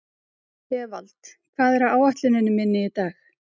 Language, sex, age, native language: Icelandic, female, 30-39, Icelandic